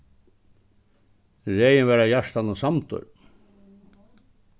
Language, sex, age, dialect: Faroese, male, 61+, Suðuroy